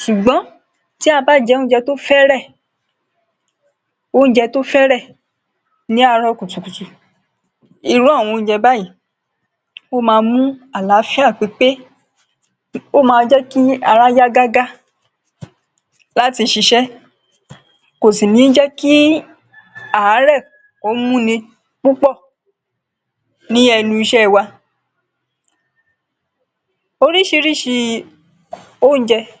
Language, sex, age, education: Yoruba, female, 46-60, secondary